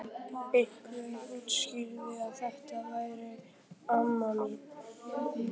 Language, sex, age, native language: Icelandic, male, 11, Icelandic